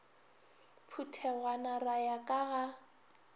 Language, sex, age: Northern Sotho, female, 21